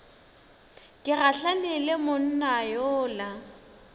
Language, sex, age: Northern Sotho, female, 19